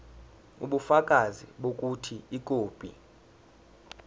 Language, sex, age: Zulu, male, 19